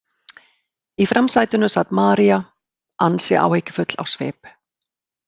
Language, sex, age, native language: Icelandic, female, 50-59, Icelandic